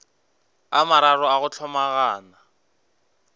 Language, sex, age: Northern Sotho, male, 19